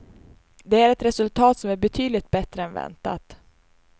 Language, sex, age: Swedish, female, 19